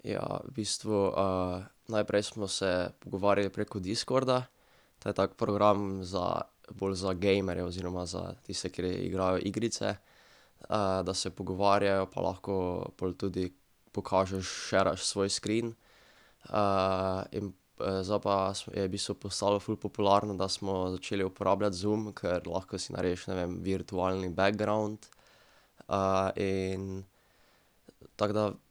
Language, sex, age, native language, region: Slovenian, male, 12-17, Slovenian, Drava region